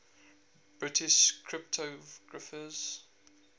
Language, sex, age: English, male, 19